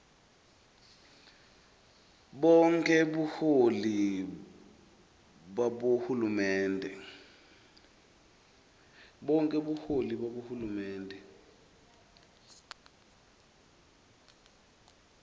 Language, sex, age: Swati, male, 23